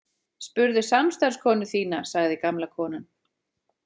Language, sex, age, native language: Icelandic, female, 40-49, Icelandic